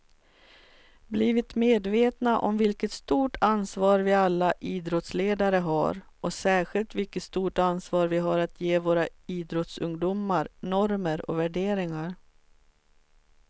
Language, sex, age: Swedish, female, 44